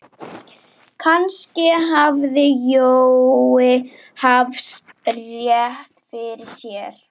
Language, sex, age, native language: Icelandic, female, 11, Icelandic